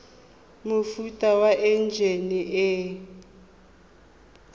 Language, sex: Tswana, female